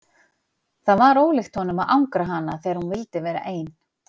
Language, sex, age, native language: Icelandic, female, 50-59, Icelandic